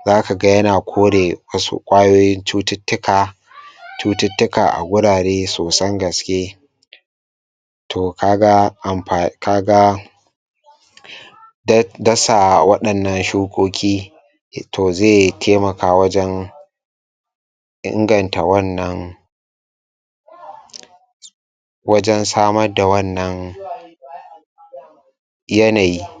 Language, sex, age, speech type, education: Hausa, male, 15-29, spontaneous, tertiary